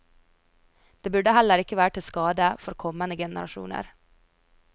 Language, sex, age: Norwegian, female, 22